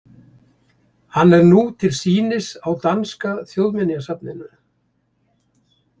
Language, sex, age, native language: Icelandic, male, 70-79, Icelandic